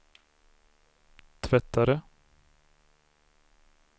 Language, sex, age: Swedish, male, 32